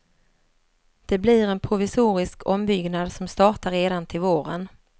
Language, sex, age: Swedish, female, 47